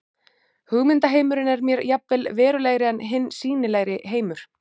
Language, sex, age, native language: Icelandic, female, 30-39, Icelandic